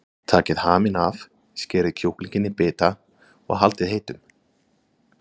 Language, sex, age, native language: Icelandic, male, 30-39, Icelandic